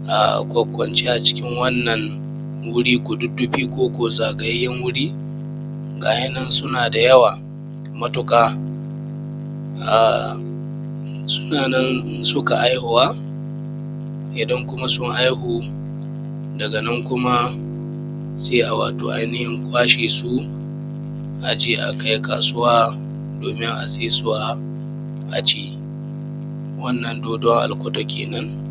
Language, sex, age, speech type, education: Hausa, male, 15-29, spontaneous, primary